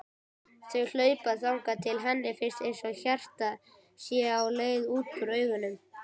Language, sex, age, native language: Icelandic, female, 18-19, Icelandic